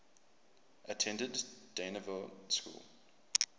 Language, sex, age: English, male, 24